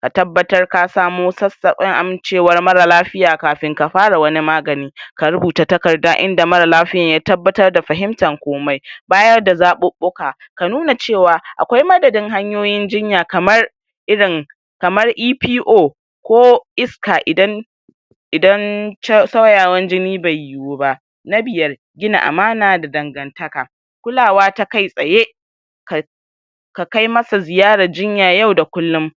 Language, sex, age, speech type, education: Hausa, male, 46-60, spontaneous, tertiary